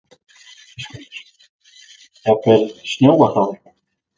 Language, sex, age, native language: Icelandic, male, 20-29, Icelandic